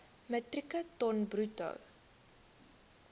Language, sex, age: Afrikaans, female, 19